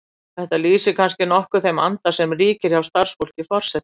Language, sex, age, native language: Icelandic, female, 60-69, Icelandic